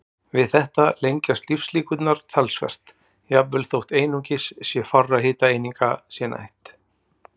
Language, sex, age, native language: Icelandic, male, 40-49, Icelandic